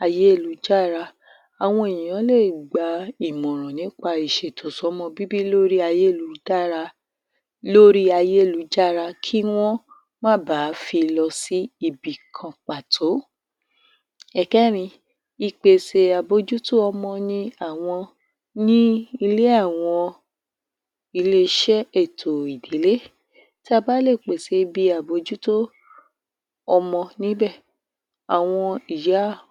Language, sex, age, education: Yoruba, female, 30-45, tertiary